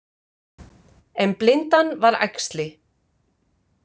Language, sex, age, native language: Icelandic, female, 50-59, Icelandic